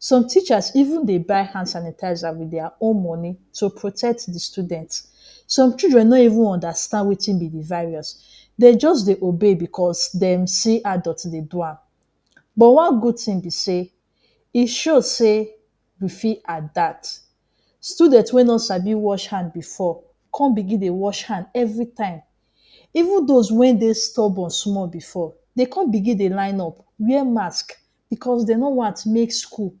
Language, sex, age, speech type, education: Nigerian Pidgin, female, 30-45, spontaneous, tertiary